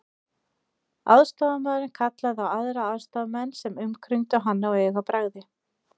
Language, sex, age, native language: Icelandic, female, 30-39, Icelandic